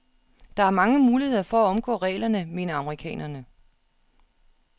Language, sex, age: Danish, female, 36